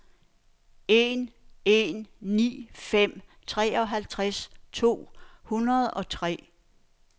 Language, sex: Danish, female